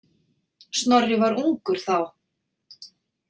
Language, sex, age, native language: Icelandic, female, 40-49, Icelandic